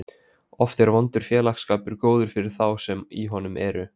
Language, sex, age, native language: Icelandic, male, 20-29, Icelandic